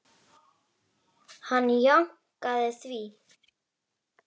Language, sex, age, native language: Icelandic, female, 9, Icelandic